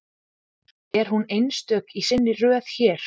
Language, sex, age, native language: Icelandic, female, 20-29, Icelandic